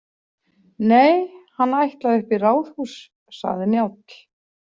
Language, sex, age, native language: Icelandic, female, 40-49, Icelandic